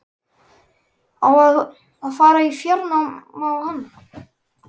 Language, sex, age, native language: Icelandic, male, 11, Icelandic